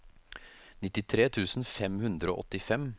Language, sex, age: Norwegian, male, 33